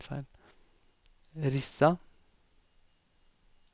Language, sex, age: Norwegian, male, 28